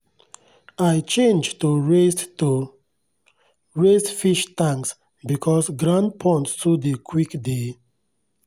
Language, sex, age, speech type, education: Nigerian Pidgin, male, 30-45, spontaneous, tertiary